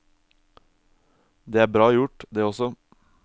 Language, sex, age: Norwegian, male, 22